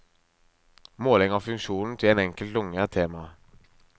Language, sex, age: Norwegian, male, 23